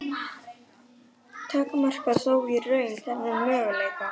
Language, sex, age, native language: Icelandic, male, 11, Icelandic